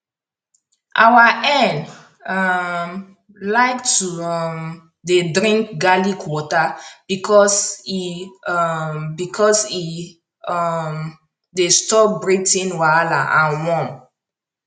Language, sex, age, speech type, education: Nigerian Pidgin, female, 15-29, spontaneous, tertiary